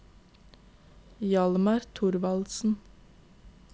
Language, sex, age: Norwegian, female, 22